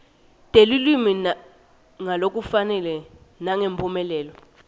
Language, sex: Swati, female